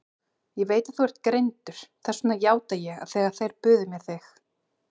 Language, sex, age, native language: Icelandic, female, 20-29, Icelandic